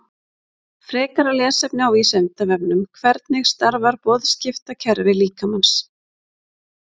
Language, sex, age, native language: Icelandic, female, 30-39, Icelandic